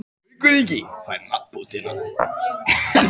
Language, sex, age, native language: Icelandic, male, 18-19, Icelandic